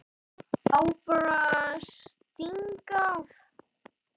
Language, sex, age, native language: Icelandic, male, 10, Icelandic